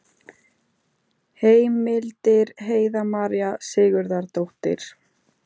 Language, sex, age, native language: Icelandic, female, 18-19, Icelandic